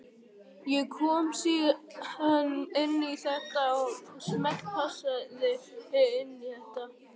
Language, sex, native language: Icelandic, male, Icelandic